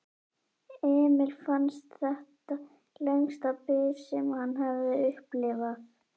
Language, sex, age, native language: Icelandic, female, 11, Icelandic